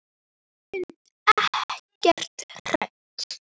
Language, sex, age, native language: Icelandic, female, 9, Icelandic